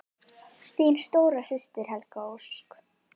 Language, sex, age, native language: Icelandic, female, 10, Icelandic